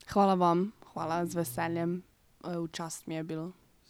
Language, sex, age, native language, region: Slovenian, female, 12-17, Slovenian, Drava region